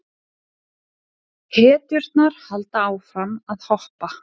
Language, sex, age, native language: Icelandic, female, 40-49, Icelandic